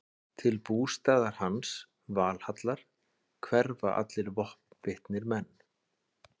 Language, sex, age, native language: Icelandic, male, 40-49, Icelandic